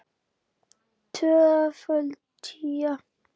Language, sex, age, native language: Icelandic, female, 10, Icelandic